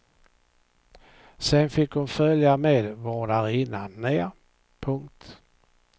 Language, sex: Swedish, male